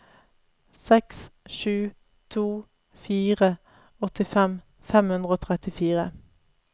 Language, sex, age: Norwegian, female, 31